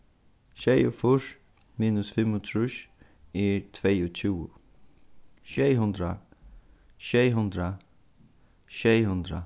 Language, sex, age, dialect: Faroese, male, 15-35, Suðurstreymoy